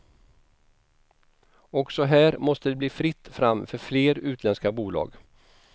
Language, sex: Swedish, male